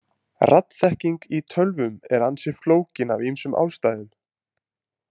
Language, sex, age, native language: Icelandic, male, 20-29, Icelandic